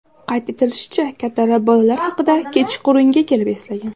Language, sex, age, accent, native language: Uzbek, female, under 19, Samarqand, Uzbek